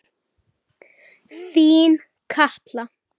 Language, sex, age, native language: Icelandic, male, 7, Icelandic